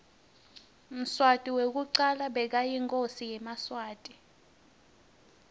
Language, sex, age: Swati, female, 19